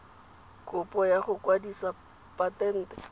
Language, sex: Tswana, female